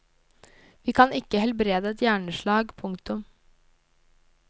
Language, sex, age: Norwegian, female, 22